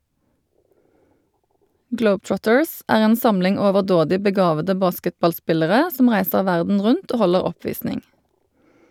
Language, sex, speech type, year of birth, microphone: Norwegian, female, read, 1972, Shure